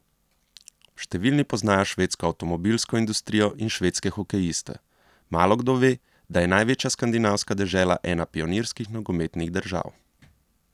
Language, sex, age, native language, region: Slovenian, male, 30-49, Slovenian, Central Slovenia